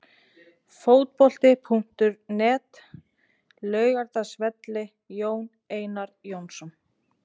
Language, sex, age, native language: Icelandic, female, 20-29, Icelandic